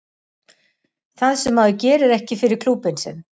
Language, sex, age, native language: Icelandic, female, 60-69, Icelandic